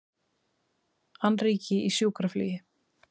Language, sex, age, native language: Icelandic, female, 30-39, Icelandic